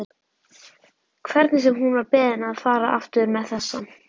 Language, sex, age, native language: Icelandic, female, 11, Icelandic